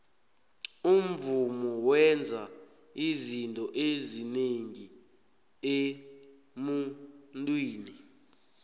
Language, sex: South Ndebele, male